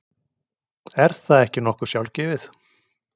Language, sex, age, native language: Icelandic, male, 40-49, Icelandic